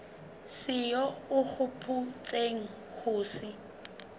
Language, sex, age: Southern Sotho, female, 23